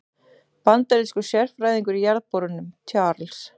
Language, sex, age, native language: Icelandic, female, 30-39, Icelandic